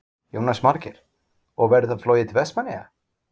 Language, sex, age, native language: Icelandic, male, 40-49, Icelandic